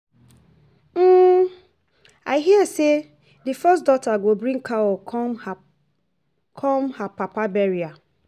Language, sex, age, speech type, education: Nigerian Pidgin, female, 30-45, spontaneous, tertiary